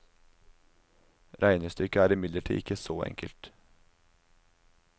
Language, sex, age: Norwegian, male, 19